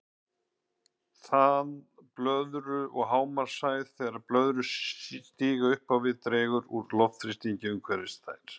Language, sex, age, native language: Icelandic, male, 50-59, Icelandic